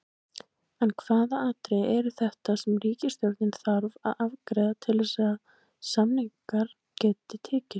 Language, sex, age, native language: Icelandic, female, 18-19, Icelandic